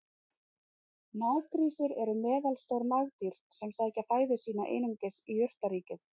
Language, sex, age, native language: Icelandic, female, 30-39, Icelandic